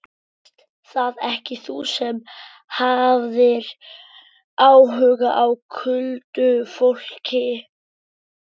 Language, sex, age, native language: Icelandic, male, 12, Icelandic